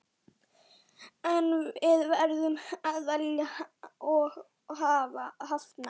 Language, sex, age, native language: Icelandic, female, 11, Icelandic